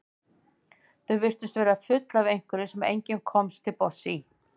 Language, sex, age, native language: Icelandic, female, 50-59, Icelandic